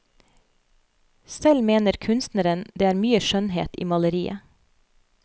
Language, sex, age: Norwegian, female, 30